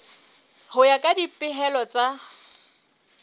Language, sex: Southern Sotho, female